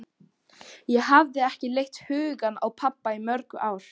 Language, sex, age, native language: Icelandic, female, 12, Icelandic